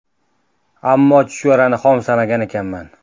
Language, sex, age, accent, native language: Uzbek, male, 19-29, Farg'ona, Uzbek